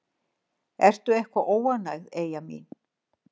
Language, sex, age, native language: Icelandic, female, 60-69, Icelandic